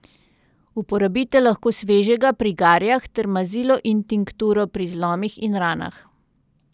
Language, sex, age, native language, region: Slovenian, female, 30-49, Slovenian, Central Slovenia